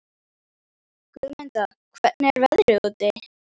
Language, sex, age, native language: Icelandic, female, 12, Icelandic